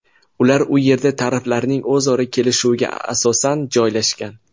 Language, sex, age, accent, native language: Uzbek, male, 19-29, Jizzax, Uzbek